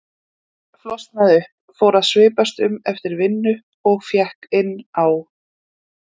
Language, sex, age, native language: Icelandic, female, 30-39, Icelandic